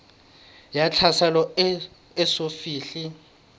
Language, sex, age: Southern Sotho, male, 22